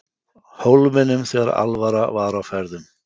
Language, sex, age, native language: Icelandic, male, 50-59, Icelandic